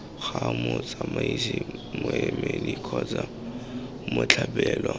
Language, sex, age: Tswana, male, 19